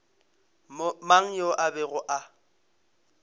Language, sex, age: Northern Sotho, male, 22